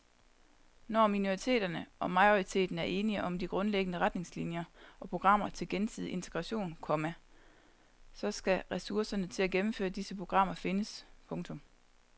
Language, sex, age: Danish, female, 30